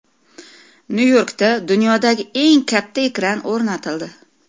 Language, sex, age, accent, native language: Uzbek, female, 40-49, Toshkent viloyati, Uzbek